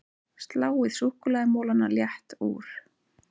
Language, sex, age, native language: Icelandic, female, 30-39, Icelandic